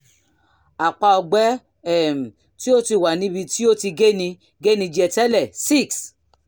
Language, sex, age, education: Yoruba, female, 46-60, tertiary